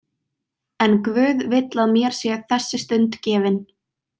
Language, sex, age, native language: Icelandic, female, 20-29, Icelandic